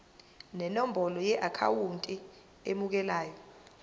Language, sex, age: Zulu, female, 22